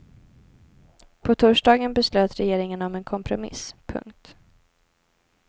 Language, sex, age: Swedish, female, 18